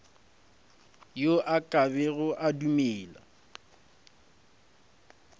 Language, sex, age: Northern Sotho, male, 20